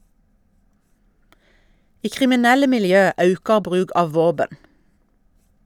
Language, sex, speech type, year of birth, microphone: Norwegian, female, read, 1972, Shure